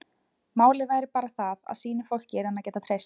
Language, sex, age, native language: Icelandic, female, 20-29, Icelandic